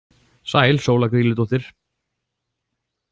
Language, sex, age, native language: Icelandic, male, 40-49, Icelandic